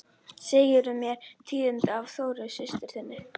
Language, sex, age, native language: Icelandic, female, 11, Icelandic